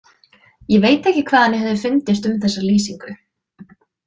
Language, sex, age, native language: Icelandic, female, 20-29, Icelandic